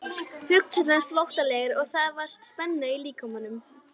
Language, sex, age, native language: Icelandic, female, 11, Icelandic